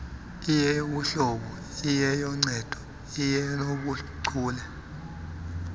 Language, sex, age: Xhosa, male, 26